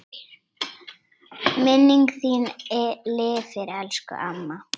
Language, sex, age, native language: Icelandic, female, 8, Icelandic